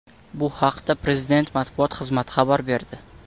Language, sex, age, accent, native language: Uzbek, male, 18-24, Samarqand, Uzbek